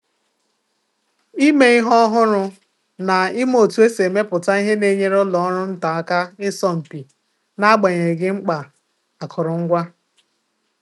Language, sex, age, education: Igbo, female, 30-45, tertiary